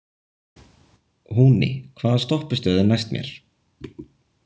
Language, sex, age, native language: Icelandic, male, 20-29, Icelandic